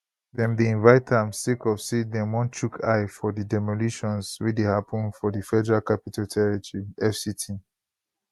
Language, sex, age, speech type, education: Nigerian Pidgin, male, 15-29, spontaneous, tertiary